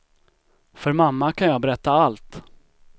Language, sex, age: Swedish, male, 25